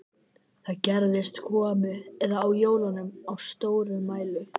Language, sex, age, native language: Icelandic, female, 11, Icelandic